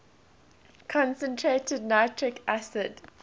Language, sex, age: English, female, 20